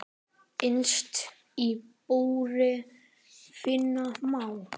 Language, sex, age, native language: Icelandic, male, 10, Icelandic